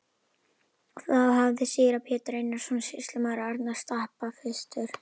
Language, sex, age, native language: Icelandic, female, 11, Icelandic